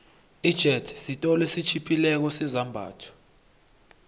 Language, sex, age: South Ndebele, male, 21